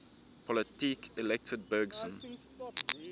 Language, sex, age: English, male, 24